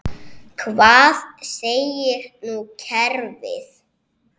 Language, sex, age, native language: Icelandic, male, 6, Icelandic